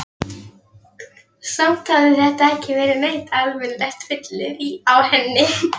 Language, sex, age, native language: Icelandic, female, 11, Polish